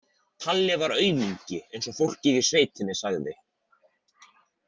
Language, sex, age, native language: Icelandic, male, 40-49, Icelandic